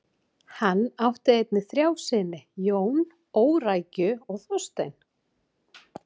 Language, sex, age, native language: Icelandic, female, 40-49, Icelandic